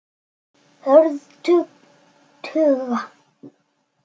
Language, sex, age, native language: Icelandic, male, 6, Icelandic